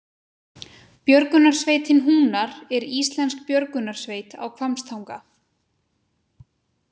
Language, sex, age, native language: Icelandic, female, 20-29, Icelandic